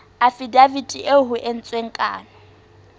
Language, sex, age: Southern Sotho, female, 20